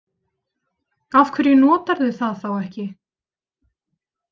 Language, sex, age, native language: Icelandic, female, 30-39, Icelandic